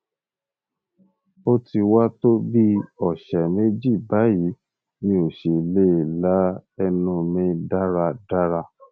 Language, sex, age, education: Yoruba, male, 30-45, tertiary